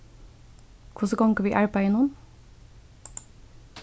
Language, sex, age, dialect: Faroese, female, 15-35, Suðurstreymoy